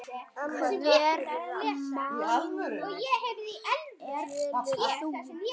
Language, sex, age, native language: Icelandic, male, 9, Icelandic